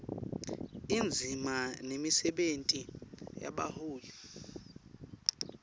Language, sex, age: Swati, male, 19